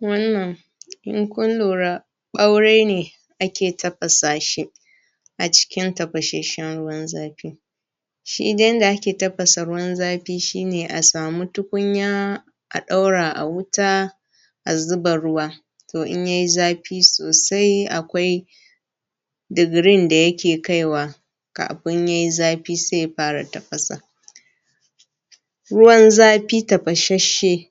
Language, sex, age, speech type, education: Hausa, female, 15-29, spontaneous, primary